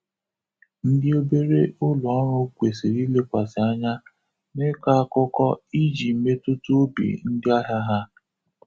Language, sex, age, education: Igbo, male, 30-45, tertiary